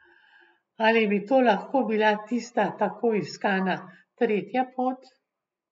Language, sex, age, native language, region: Slovenian, female, 60+, Slovenian, Gorenjska region